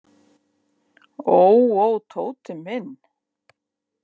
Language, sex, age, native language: Icelandic, female, 50-59, Icelandic